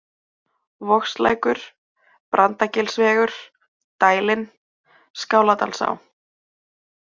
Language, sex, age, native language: Icelandic, male, 20-29, Icelandic